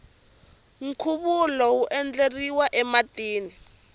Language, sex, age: Tsonga, female, 18